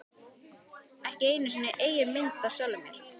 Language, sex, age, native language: Icelandic, male, 12, Icelandic